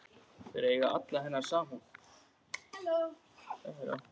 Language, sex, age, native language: Icelandic, female, 9, Icelandic